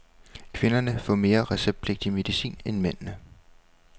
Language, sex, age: Danish, male, 21